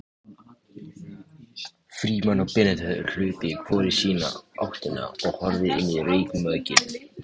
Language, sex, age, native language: Icelandic, male, 18-19, Icelandic